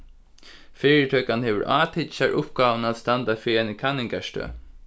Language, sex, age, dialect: Faroese, male, 15-35, Suðurstreymoy